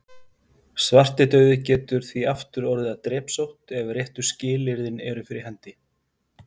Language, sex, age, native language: Icelandic, male, 50-59, Icelandic